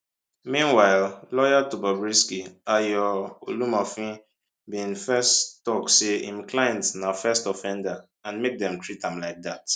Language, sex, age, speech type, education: Nigerian Pidgin, male, 15-29, spontaneous, secondary